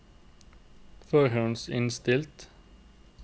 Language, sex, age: Norwegian, male, 29